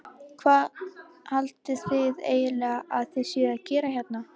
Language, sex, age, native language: Icelandic, female, 11, Icelandic